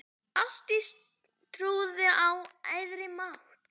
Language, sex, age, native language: Icelandic, male, 10, Icelandic